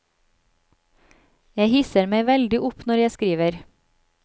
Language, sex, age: Norwegian, female, 36